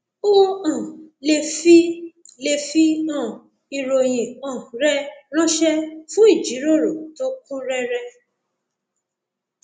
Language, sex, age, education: Yoruba, female, 30-45, tertiary